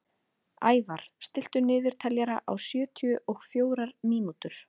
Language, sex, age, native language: Icelandic, female, 30-39, Icelandic